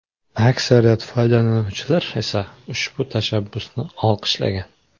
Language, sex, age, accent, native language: Uzbek, male, 18-24, Qoraqalpog'iston, Uzbek